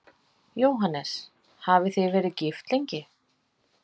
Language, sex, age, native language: Icelandic, female, 50-59, Icelandic